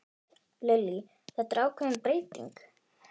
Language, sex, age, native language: Icelandic, female, 10, Icelandic